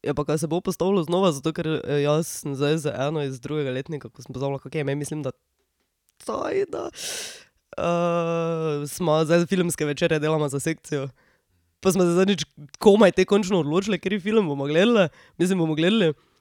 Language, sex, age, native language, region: Slovenian, female, 18-29, Slovenian, Drava region